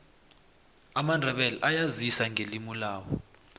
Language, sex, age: South Ndebele, male, 21